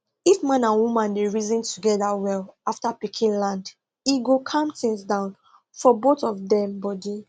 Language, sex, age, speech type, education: Nigerian Pidgin, female, 15-29, spontaneous, tertiary